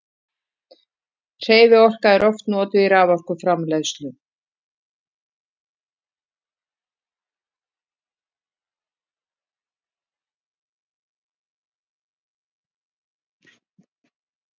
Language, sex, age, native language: Icelandic, female, 50-59, Icelandic